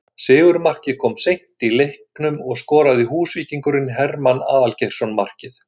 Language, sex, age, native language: Icelandic, male, 60-69, Icelandic